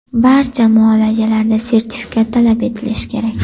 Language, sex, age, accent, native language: Uzbek, female, 18-24, Farg'ona, Uzbek